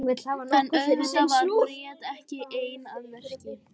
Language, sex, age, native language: Icelandic, male, 18-19, Icelandic